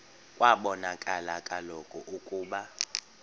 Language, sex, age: Xhosa, male, 31